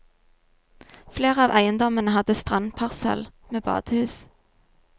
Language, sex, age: Norwegian, female, 22